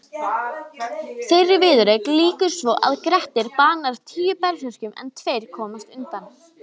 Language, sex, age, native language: Icelandic, female, 20-29, Icelandic